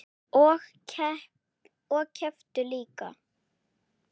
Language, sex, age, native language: Icelandic, female, 8, Icelandic